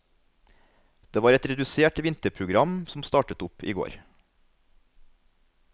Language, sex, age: Norwegian, male, 33